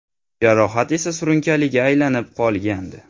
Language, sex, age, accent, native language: Uzbek, male, 18-24, Navoiy, Uzbek